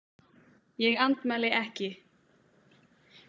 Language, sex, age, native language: Icelandic, female, 18-19, Icelandic